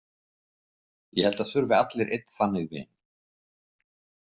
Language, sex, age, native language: Icelandic, male, 50-59, Icelandic